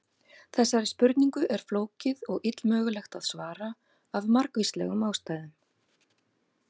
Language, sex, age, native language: Icelandic, female, 50-59, Icelandic